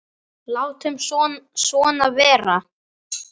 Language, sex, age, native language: Icelandic, female, 9, Icelandic